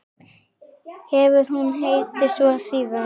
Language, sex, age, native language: Icelandic, female, 9, Icelandic